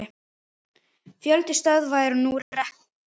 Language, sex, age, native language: Icelandic, male, 9, Icelandic